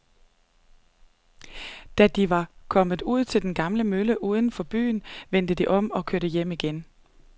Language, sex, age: Danish, female, 39